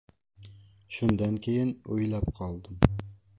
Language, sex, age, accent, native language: Uzbek, male, 18-24, Navoiy, Uzbek